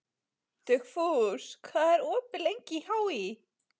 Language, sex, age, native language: Icelandic, female, 11, Icelandic